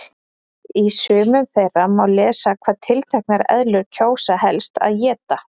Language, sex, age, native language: Icelandic, female, 30-39, Icelandic